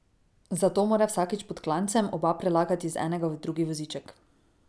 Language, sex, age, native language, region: Slovenian, female, 18-29, Slovenian, Drava region